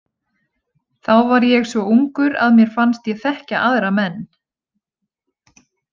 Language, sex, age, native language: Icelandic, female, 20-29, Icelandic